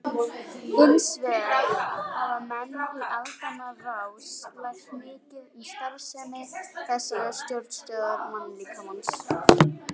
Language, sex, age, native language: Icelandic, female, 18-19, Icelandic